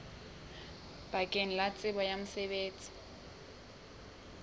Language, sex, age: Southern Sotho, female, 20